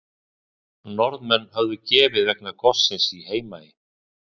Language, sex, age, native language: Icelandic, male, 60-69, Icelandic